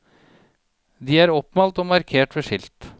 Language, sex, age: Norwegian, male, 37